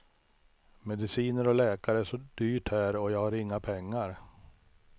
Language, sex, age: Swedish, male, 63